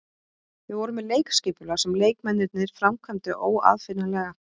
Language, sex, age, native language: Icelandic, female, 20-29, Icelandic